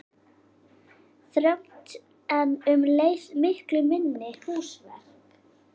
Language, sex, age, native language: Icelandic, female, 11, Icelandic